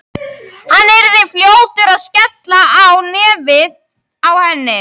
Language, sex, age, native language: Icelandic, female, 13, Icelandic